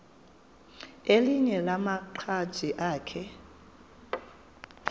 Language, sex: Xhosa, female